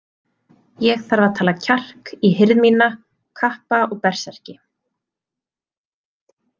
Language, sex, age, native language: Icelandic, female, 30-39, Icelandic